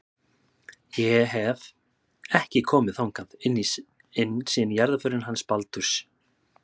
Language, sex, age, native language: Icelandic, male, 30-39, Icelandic